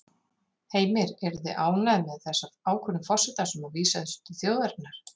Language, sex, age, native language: Icelandic, female, 30-39, Icelandic